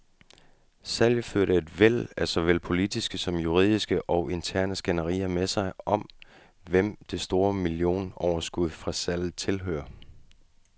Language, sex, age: Danish, male, 35